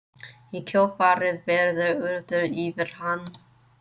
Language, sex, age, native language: Icelandic, female, 30-39, English